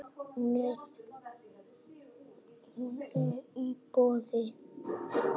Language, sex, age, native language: Icelandic, male, 7, Icelandic